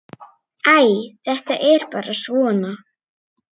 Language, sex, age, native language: Icelandic, female, 9, Icelandic